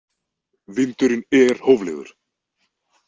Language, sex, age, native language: Icelandic, male, 20-29, Icelandic